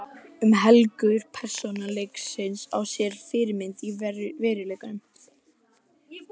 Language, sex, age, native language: Icelandic, male, 11, Icelandic